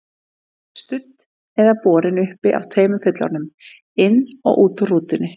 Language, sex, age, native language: Icelandic, female, 30-39, Icelandic